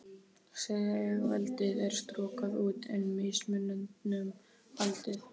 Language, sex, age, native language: Icelandic, female, 12, Icelandic